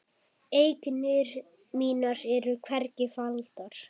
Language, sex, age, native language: Icelandic, female, 10, Icelandic